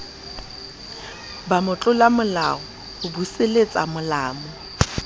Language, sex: Southern Sotho, female